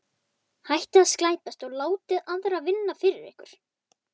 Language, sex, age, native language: Icelandic, male, 11, Icelandic